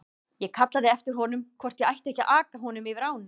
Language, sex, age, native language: Icelandic, female, 40-49, Icelandic